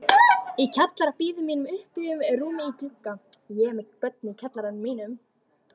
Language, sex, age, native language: Icelandic, female, 13, Icelandic